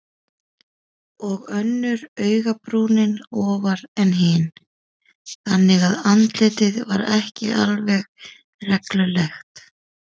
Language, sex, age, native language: Icelandic, female, 30-39, Icelandic